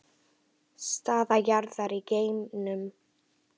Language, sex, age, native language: Icelandic, female, 10, Icelandic